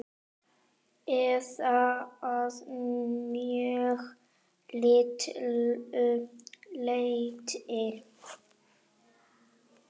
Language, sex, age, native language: Icelandic, female, 9, Icelandic